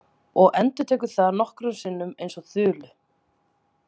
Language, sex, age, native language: Icelandic, female, 30-39, Icelandic